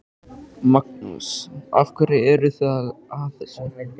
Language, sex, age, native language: Icelandic, male, 13, Icelandic